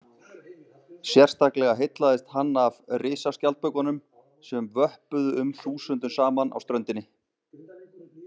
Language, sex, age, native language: Icelandic, male, 30-39, Icelandic